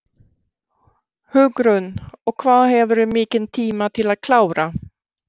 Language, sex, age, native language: Icelandic, female, 60-69, Swedish